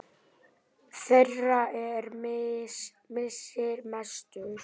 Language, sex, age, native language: Icelandic, male, 8, Icelandic